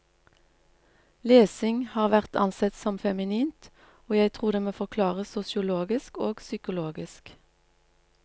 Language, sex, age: Norwegian, female, 47